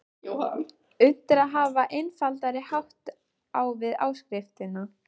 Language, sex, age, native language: Icelandic, female, 13, Icelandic